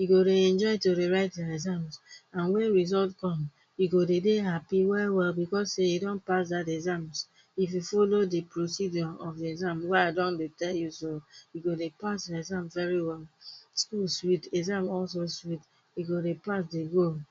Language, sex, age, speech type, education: Nigerian Pidgin, female, 30-45, spontaneous, tertiary